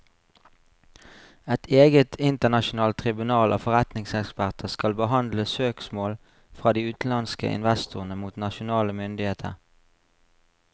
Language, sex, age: Norwegian, male, 35